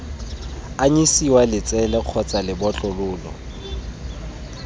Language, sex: Tswana, male